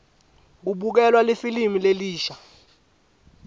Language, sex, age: Swati, male, 18